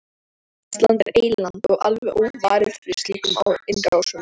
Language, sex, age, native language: Icelandic, female, 14, Icelandic